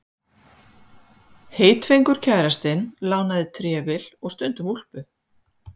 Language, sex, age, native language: Icelandic, female, 50-59, Icelandic